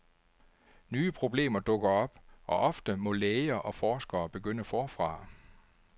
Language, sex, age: Danish, male, 49